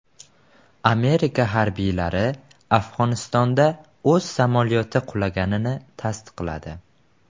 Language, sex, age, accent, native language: Uzbek, male, 12-17, Samarqand, Uzbek